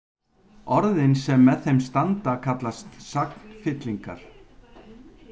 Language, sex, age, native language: Icelandic, male, 50-59, Icelandic